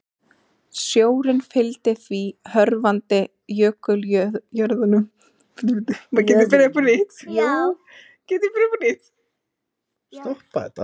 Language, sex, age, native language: Icelandic, female, 30-39, Icelandic